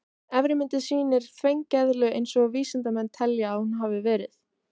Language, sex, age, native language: Icelandic, female, 18-19, Icelandic